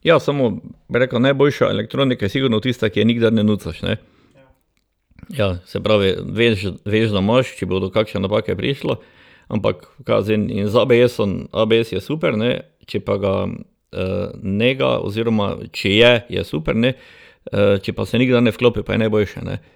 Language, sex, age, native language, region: Slovenian, male, 60+, Slovenian, Drava region